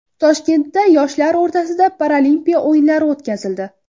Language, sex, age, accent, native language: Uzbek, female, under 19, Toshkent viloyati, Uzbek